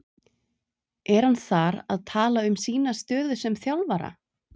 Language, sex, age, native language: Icelandic, female, 30-39, Icelandic